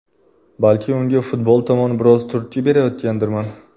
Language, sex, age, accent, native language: Uzbek, male, 25-34, Qashqadaryo, Uzbek